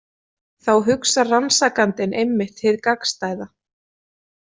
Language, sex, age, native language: Icelandic, female, 30-39, Icelandic